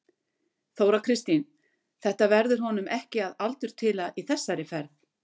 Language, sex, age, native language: Icelandic, female, 60-69, Icelandic